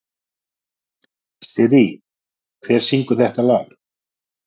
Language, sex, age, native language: Icelandic, male, 40-49, Icelandic